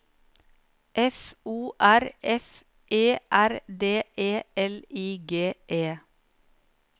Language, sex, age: Norwegian, female, 39